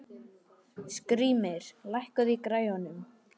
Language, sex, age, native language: Icelandic, male, 11, Icelandic